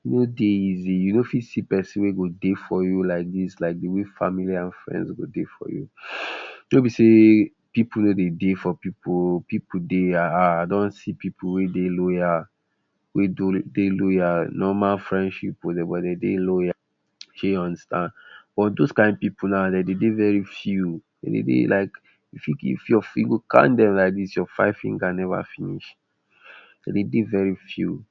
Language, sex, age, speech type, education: Nigerian Pidgin, male, 60+, spontaneous, tertiary